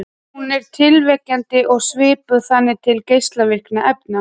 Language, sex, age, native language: Icelandic, female, 30-39, Icelandic